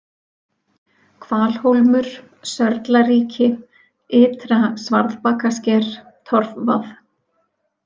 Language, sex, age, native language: Icelandic, female, 40-49, Icelandic